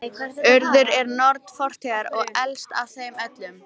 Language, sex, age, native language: Icelandic, female, 18-19, Icelandic